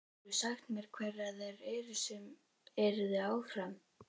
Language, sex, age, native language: Icelandic, other, 11, Icelandic